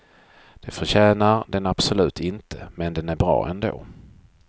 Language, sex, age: Swedish, male, 42